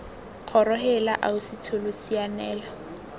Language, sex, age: Tswana, female, 19